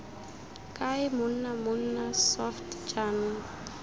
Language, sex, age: Tswana, female, 18